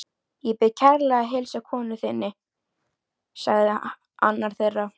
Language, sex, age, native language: Icelandic, female, 13, Icelandic